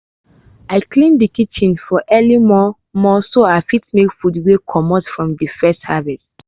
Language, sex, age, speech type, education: Nigerian Pidgin, female, 15-29, spontaneous, tertiary